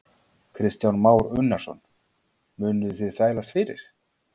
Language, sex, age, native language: Icelandic, male, 40-49, Icelandic